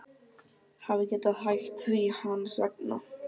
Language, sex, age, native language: Icelandic, male, 12, Icelandic